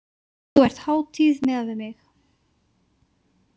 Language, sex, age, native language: Icelandic, female, 20-29, Icelandic